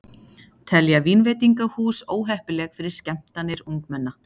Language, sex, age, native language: Icelandic, female, 40-49, Icelandic